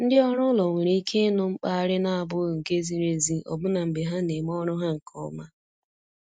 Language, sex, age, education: Igbo, female, 15-29, tertiary